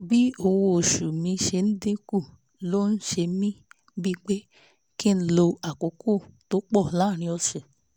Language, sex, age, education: Yoruba, female, 15-29, tertiary